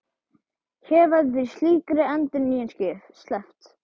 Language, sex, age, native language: Icelandic, male, 12, Icelandic